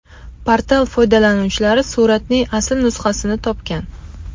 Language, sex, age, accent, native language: Uzbek, female, 35+, Qashqadaryo, Uzbek